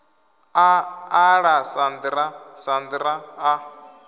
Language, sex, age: Venda, male, 25